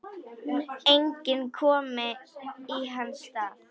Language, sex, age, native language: Icelandic, female, 10, Icelandic